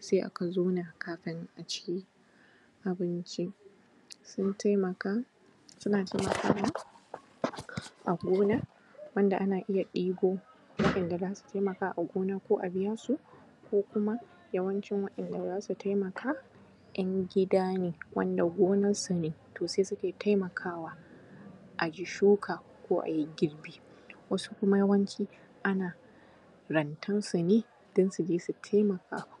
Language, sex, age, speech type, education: Hausa, female, 15-29, spontaneous, primary